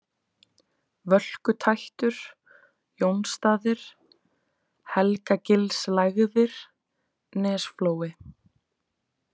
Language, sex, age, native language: Icelandic, female, 20-29, Icelandic